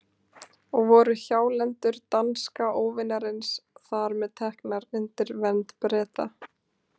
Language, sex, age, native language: Icelandic, female, 20-29, Icelandic